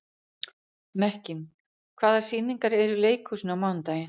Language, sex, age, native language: Icelandic, female, 40-49, Icelandic